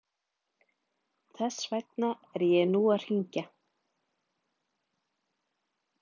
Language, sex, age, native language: Icelandic, female, 30-39, Icelandic